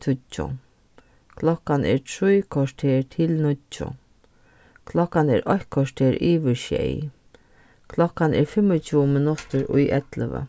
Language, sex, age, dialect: Faroese, female, 36-60, Norðurstreymoy/Eysturoy